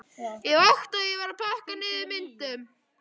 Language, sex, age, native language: Icelandic, male, 12, Icelandic